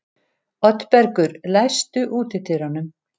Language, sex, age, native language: Icelandic, female, 70-79, Icelandic